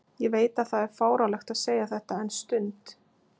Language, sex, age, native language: Icelandic, female, 20-29, Icelandic